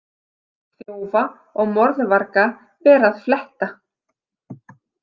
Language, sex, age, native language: Icelandic, female, 30-39, Icelandic